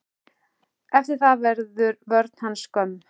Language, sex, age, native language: Icelandic, male, 11, Icelandic